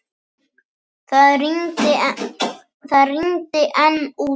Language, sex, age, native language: Icelandic, male, 10, Icelandic